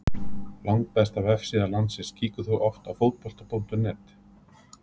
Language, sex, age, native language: Icelandic, male, 30-39, Icelandic